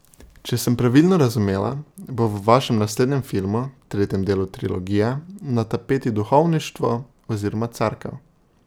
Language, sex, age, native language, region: Slovenian, male, 18-29, Slovenian, Drava region